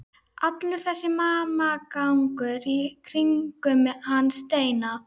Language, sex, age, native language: Icelandic, female, 12, Icelandic